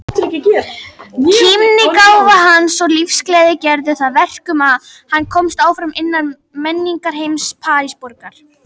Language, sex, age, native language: Icelandic, female, 18-19, Icelandic